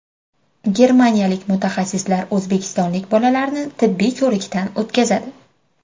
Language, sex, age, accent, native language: Uzbek, female, 25-34, Farg'ona, Uzbek